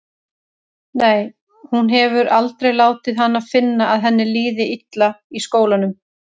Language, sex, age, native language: Icelandic, female, 30-39, Icelandic